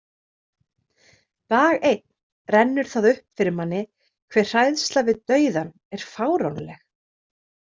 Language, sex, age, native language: Icelandic, female, 30-39, Icelandic